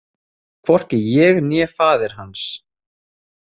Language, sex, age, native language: Icelandic, male, 30-39, Icelandic